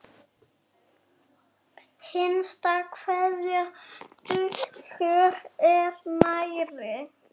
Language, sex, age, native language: Icelandic, male, 6, Icelandic